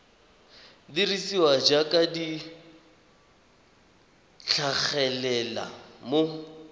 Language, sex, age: Tswana, male, 21